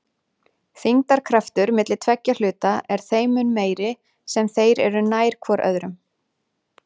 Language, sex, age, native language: Icelandic, female, 40-49, Icelandic